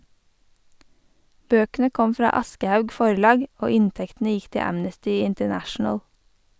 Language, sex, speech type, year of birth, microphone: Norwegian, female, read, 1988, Sennheiser